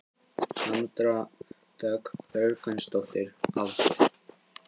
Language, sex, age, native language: Icelandic, male, 15, Icelandic